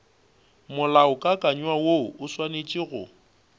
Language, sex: Northern Sotho, male